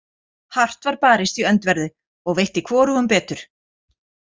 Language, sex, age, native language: Icelandic, female, 40-49, Icelandic